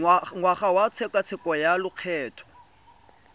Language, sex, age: Tswana, male, 25